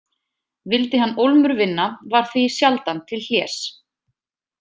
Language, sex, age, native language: Icelandic, female, 20-29, Icelandic